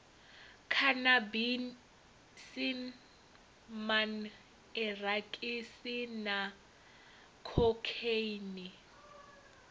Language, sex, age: Venda, female, 22